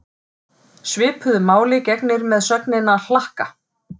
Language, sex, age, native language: Icelandic, female, 40-49, Icelandic